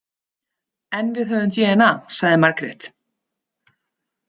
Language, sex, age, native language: Icelandic, female, 30-39, Icelandic